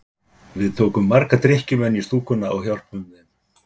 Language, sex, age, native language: Icelandic, male, 50-59, Icelandic